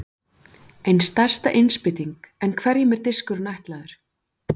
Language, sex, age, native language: Icelandic, female, 40-49, Icelandic